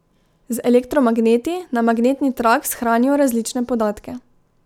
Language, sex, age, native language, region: Slovenian, female, 18-29, Slovenian, Drava region